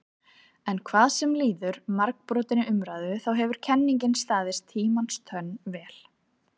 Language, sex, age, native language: Icelandic, female, 30-39, Icelandic